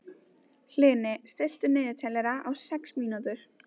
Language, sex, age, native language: Icelandic, female, 20-29, Icelandic